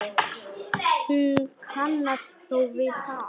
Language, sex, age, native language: Icelandic, male, 10, Polish